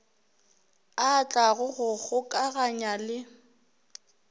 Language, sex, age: Northern Sotho, female, 23